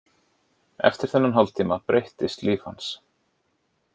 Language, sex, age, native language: Icelandic, male, 40-49, Icelandic